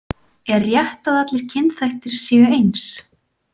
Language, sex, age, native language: Icelandic, female, 40-49, Icelandic